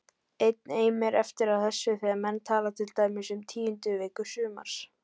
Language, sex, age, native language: Icelandic, female, 18-19, Icelandic